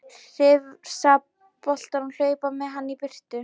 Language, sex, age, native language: Icelandic, female, 11, Polish